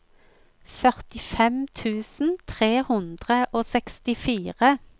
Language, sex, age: Norwegian, female, 45